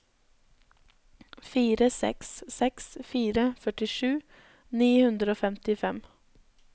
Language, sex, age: Norwegian, female, 20